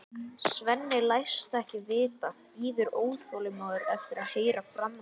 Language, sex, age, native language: Icelandic, male, 11, Icelandic